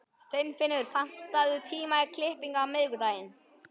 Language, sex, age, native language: Icelandic, male, 11, Icelandic